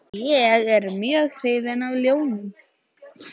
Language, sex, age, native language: Icelandic, female, 14, Icelandic